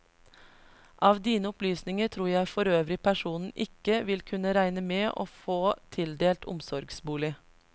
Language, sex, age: Norwegian, female, 33